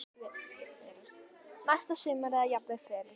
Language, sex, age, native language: Icelandic, female, 10, Icelandic